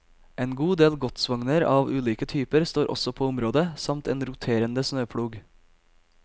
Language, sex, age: Norwegian, male, 22